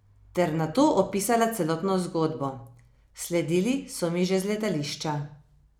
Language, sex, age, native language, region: Slovenian, female, 30-49, Slovenian, Savinja region